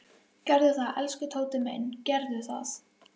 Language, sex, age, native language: Icelandic, female, 11, Icelandic